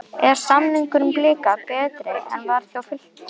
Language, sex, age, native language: Icelandic, female, 11, Icelandic